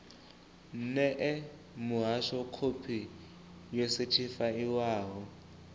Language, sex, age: Venda, male, 24